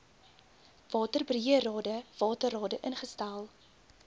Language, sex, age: Afrikaans, female, 22